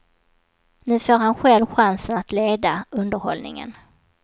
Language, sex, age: Swedish, female, 27